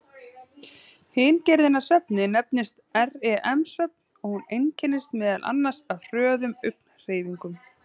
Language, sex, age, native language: Icelandic, female, 30-39, Icelandic